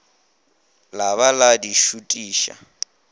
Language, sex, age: Northern Sotho, male, 21